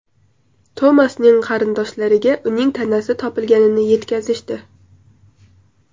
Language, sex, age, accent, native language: Uzbek, female, 18-24, Qoraqalpog'iston, Uzbek